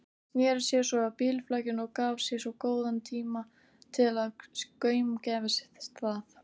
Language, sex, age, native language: Icelandic, female, 18-19, Icelandic